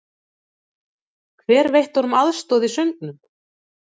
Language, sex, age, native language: Icelandic, female, 30-39, Icelandic